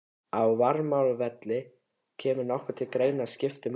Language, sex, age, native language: Icelandic, male, 13, Icelandic